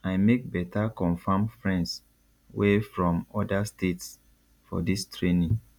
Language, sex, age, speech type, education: Nigerian Pidgin, male, 15-29, spontaneous, tertiary